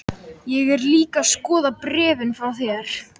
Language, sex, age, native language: Icelandic, male, 12, Icelandic